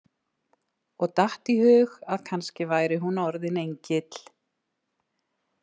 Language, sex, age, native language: Icelandic, female, 60-69, Icelandic